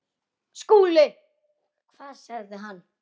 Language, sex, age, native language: Icelandic, female, 9, Icelandic